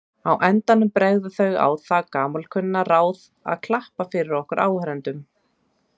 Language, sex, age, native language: Icelandic, female, 30-39, Icelandic